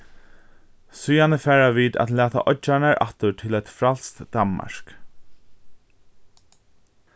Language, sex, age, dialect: Faroese, male, 15-35, Norðurstreymoy/Eysturoy